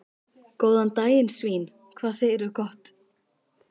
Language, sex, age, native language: Icelandic, female, 13, Icelandic